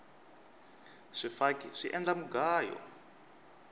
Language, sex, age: Tsonga, male, 23